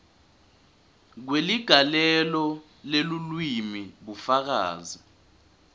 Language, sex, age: Swati, male, 20